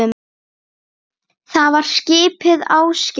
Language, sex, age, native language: Icelandic, female, 9, Icelandic